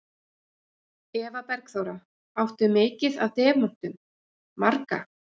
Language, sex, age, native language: Icelandic, female, 40-49, Icelandic